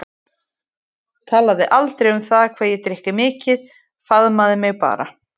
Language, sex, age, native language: Icelandic, female, 20-29, Icelandic